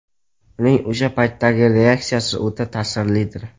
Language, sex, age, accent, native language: Uzbek, male, 12-17, Jizzax, Uzbek